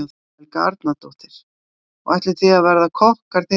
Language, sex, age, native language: Icelandic, female, 60-69, Icelandic